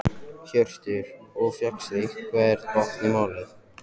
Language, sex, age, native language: Icelandic, male, 14, Icelandic